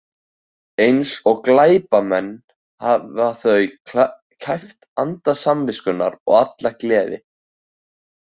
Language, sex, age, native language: Icelandic, male, 18-19, Icelandic